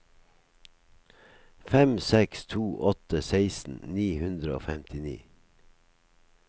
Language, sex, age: Norwegian, male, 57